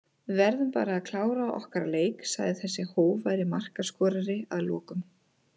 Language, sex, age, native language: Icelandic, female, 30-39, Icelandic